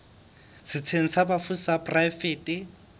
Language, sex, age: Southern Sotho, male, 22